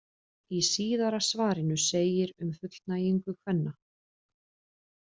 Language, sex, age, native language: Icelandic, female, 40-49, Icelandic